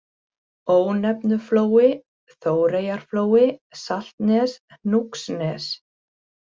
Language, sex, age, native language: Icelandic, female, 40-49, Icelandic